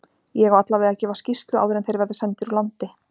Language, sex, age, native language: Icelandic, female, 40-49, Icelandic